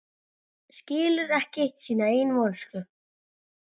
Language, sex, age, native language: Icelandic, male, 9, Icelandic